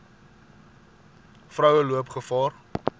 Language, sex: Afrikaans, male